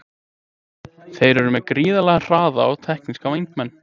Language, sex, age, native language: Icelandic, male, 20-29, Icelandic